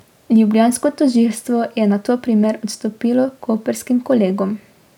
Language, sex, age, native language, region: Slovenian, female, 18-29, Slovenian, Drava region